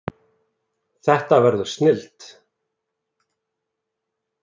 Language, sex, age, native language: Icelandic, male, 30-39, Icelandic